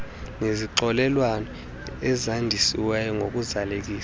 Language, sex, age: Xhosa, male, 20